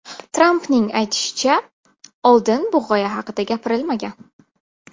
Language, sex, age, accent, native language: Uzbek, female, 18-24, Buxoro, Uzbek